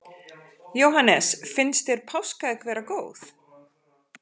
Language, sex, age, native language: Icelandic, female, 40-49, Icelandic